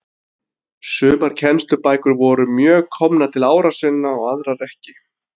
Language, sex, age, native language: Icelandic, male, 30-39, Icelandic